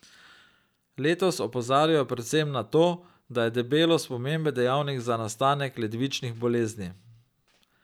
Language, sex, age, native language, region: Slovenian, male, 30-49, Slovenian, Drava region